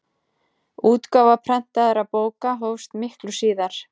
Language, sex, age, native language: Icelandic, female, 30-39, Icelandic